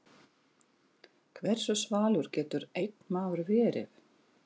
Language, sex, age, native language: Icelandic, female, 40-49, Russian